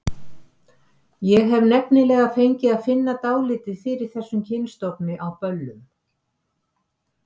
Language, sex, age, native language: Icelandic, female, 70-79, Icelandic